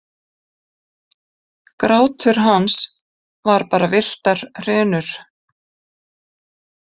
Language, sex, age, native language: Icelandic, female, 50-59, Icelandic